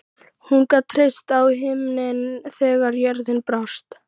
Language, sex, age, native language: Icelandic, female, 13, Icelandic